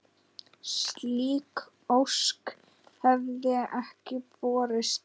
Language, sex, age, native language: Icelandic, male, 10, Icelandic